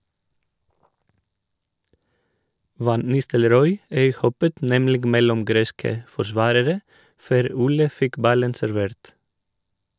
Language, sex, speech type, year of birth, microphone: Norwegian, male, read, 1986, Shure